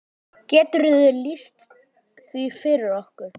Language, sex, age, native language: Icelandic, male, 10, Icelandic